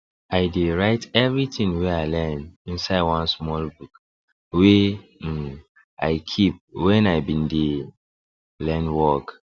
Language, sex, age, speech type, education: Nigerian Pidgin, male, 30-45, spontaneous, tertiary